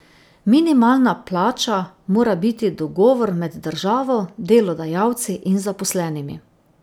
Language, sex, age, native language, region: Slovenian, female, 50-59, Slovenian, Drava region